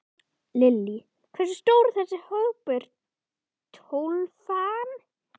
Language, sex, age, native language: Icelandic, female, 11, Icelandic